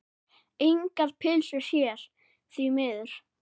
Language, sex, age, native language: Icelandic, male, 9, Icelandic